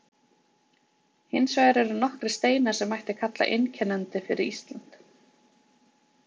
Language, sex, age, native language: Icelandic, female, 20-29, Icelandic